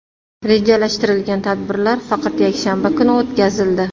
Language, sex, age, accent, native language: Uzbek, female, 35+, Toshkent shahri, Uzbek